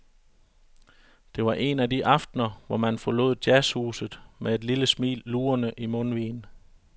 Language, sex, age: Danish, male, 41